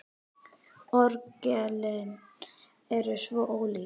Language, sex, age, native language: Icelandic, female, 10, Icelandic